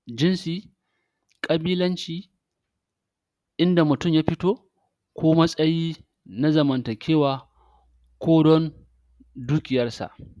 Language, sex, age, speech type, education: Hausa, male, 46-60, spontaneous, tertiary